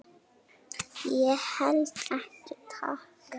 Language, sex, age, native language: Icelandic, female, 7, Icelandic